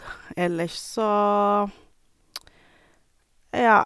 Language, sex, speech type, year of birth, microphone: Norwegian, female, spontaneous, 1982, Sennheiser